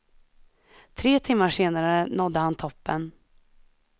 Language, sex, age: Swedish, female, 21